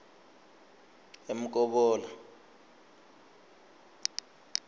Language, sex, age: South Ndebele, male, 25